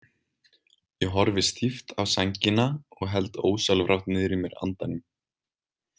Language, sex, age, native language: Icelandic, male, 20-29, Icelandic